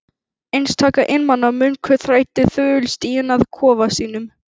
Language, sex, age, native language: Icelandic, female, 11, Icelandic